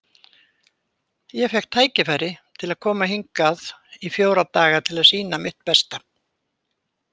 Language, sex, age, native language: Icelandic, female, 70-79, Icelandic